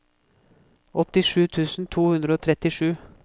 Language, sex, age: Norwegian, male, 24